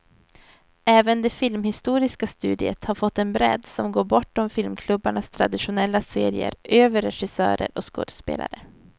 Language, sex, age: Swedish, female, 23